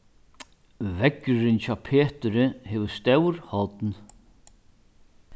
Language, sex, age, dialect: Faroese, male, 61+, Norðurstreymoy/Eysturoy